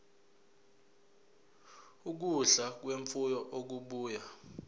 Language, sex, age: Zulu, male, 20